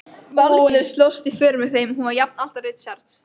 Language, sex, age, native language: Icelandic, female, 13, Icelandic